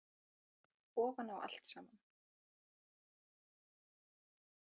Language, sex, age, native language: Icelandic, female, 20-29, Icelandic